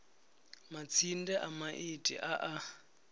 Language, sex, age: Venda, male, 34